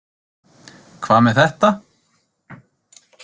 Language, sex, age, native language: Icelandic, male, 30-39, Icelandic